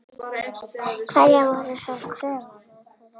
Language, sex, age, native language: Icelandic, female, 6, Icelandic